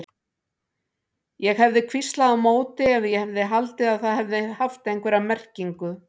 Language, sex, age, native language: Icelandic, female, 60-69, Icelandic